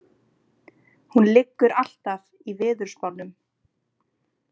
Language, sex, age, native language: Icelandic, female, 20-29, Icelandic